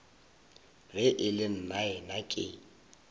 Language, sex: Northern Sotho, male